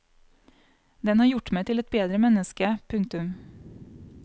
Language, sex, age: Norwegian, female, 35